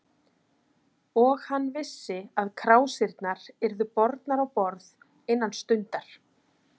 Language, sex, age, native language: Icelandic, female, 40-49, Icelandic